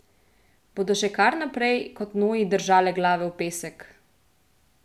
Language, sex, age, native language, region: Slovenian, female, 18-29, Slovenian, Central Slovenia